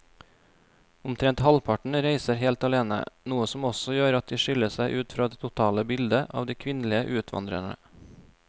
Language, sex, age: Norwegian, male, 26